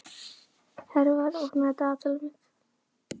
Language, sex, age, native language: Icelandic, female, 11, Icelandic